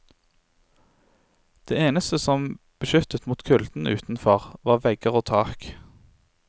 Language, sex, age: Norwegian, male, 23